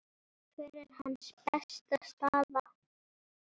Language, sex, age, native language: Icelandic, female, 9, Icelandic